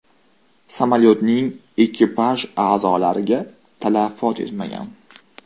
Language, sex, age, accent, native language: Uzbek, male, 18-24, Toshkent shahri, Uzbek